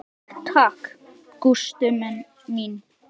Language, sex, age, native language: Icelandic, male, 10, Icelandic